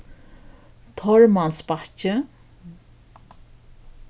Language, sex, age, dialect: Faroese, female, 61+, Norðuroyggjar